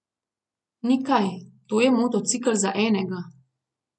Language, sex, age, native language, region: Slovenian, female, 30-49, Slovenian, Gorenjska region